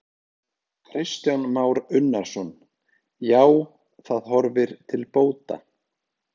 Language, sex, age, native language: Icelandic, male, 30-39, Icelandic